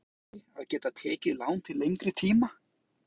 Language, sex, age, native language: Icelandic, male, 20-29, Icelandic